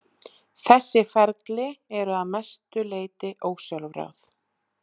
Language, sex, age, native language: Icelandic, female, 20-29, Icelandic